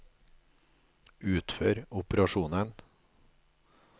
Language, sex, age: Norwegian, male, 37